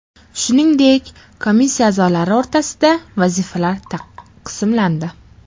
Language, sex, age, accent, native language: Uzbek, female, 12-17, Farg'ona, Uzbek